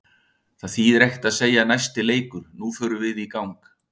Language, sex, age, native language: Icelandic, male, 60-69, Icelandic